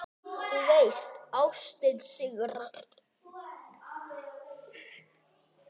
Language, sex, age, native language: Icelandic, male, 8, Icelandic